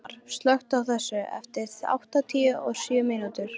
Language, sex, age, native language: Icelandic, female, 13, Icelandic